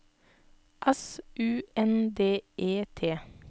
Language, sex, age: Norwegian, female, 32